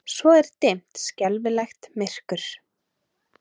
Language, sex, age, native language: Icelandic, female, 30-39, Icelandic